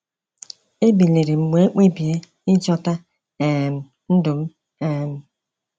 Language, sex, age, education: Igbo, male, 15-29, tertiary